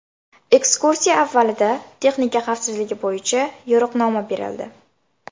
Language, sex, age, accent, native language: Uzbek, female, 18-24, Samarqand, Uzbek